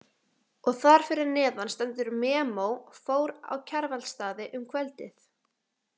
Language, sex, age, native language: Icelandic, female, 18-19, Icelandic